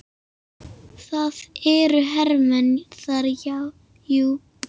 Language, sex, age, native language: Icelandic, female, 7, Icelandic